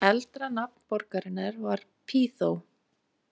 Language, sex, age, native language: Icelandic, female, 20-29, Icelandic